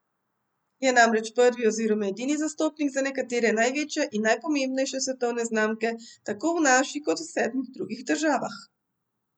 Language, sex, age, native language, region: Slovenian, female, 50-59, Slovenian, Central Slovenia